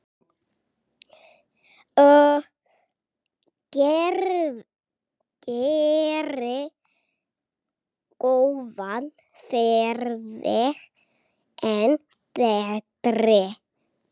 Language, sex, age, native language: Icelandic, male, 8, Icelandic